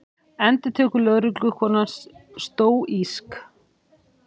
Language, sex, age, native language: Icelandic, female, 50-59, Icelandic